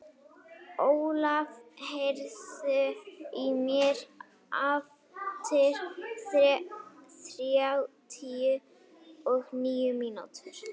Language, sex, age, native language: Icelandic, female, 18-19, Icelandic